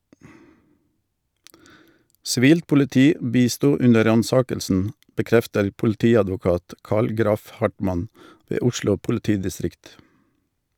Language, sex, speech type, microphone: Norwegian, male, read, Shure